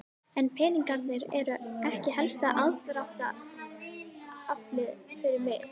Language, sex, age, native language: Icelandic, female, 18-19, Icelandic